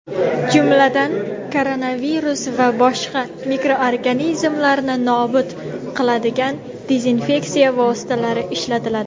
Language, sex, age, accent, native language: Uzbek, female, 19-29, Jizzax, Uzbek